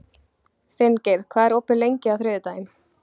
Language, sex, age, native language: Icelandic, female, 15, Icelandic